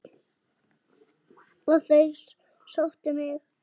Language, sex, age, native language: Icelandic, female, 8, Icelandic